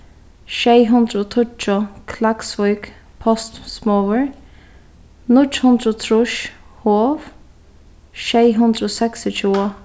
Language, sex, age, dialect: Faroese, female, 15-35, Sandoy